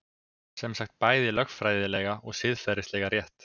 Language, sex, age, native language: Icelandic, male, 20-29, Icelandic